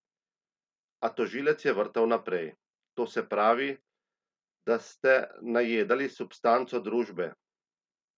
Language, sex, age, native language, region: Slovenian, male, 30-49, Slovenian, Central Slovenia